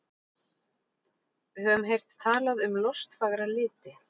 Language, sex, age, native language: Icelandic, female, 40-49, Icelandic